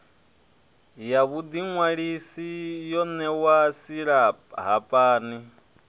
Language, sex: Venda, male